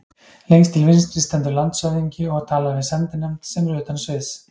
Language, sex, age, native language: Icelandic, male, 30-39, Icelandic